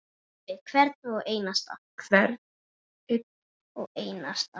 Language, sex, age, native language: Icelandic, male, 9, Icelandic